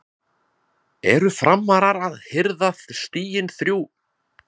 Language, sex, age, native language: Icelandic, male, 20-29, Icelandic